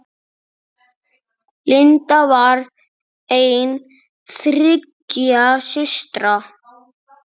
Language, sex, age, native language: Icelandic, male, 6, Icelandic